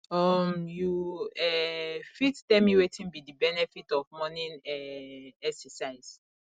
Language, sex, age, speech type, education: Nigerian Pidgin, female, 30-45, spontaneous, tertiary